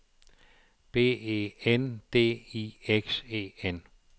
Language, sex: Danish, male